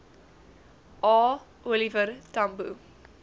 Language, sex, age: Afrikaans, female, 18